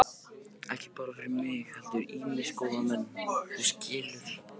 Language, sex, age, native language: Icelandic, male, 15, Icelandic